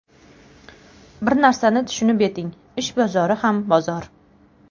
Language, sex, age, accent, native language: Uzbek, female, 18-24, Toshkent viloyati, Uzbek